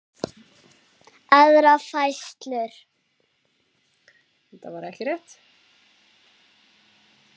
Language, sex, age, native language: Icelandic, female, 7, Icelandic